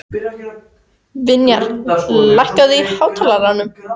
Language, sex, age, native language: Icelandic, female, 14, Icelandic